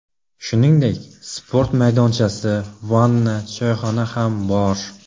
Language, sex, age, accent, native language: Uzbek, male, 18-24, Xorazm, Uzbek